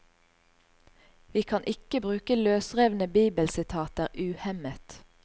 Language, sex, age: Norwegian, female, 38